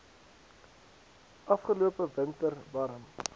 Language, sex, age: Afrikaans, male, 19